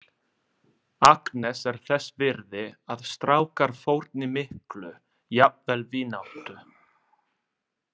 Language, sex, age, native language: Icelandic, male, 20-29, Italian